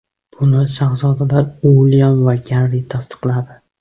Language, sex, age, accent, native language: Uzbek, male, 18-24, Andijon, Uzbek